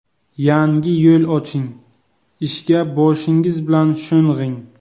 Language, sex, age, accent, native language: Uzbek, male, 18-24, Buxoro, Uzbek